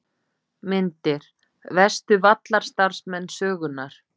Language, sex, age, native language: Icelandic, female, 50-59, Icelandic